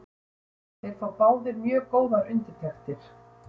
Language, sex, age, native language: Icelandic, female, 60-69, Icelandic